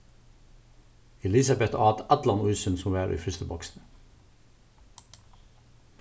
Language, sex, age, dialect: Faroese, male, 36-60, Suðurstreymoy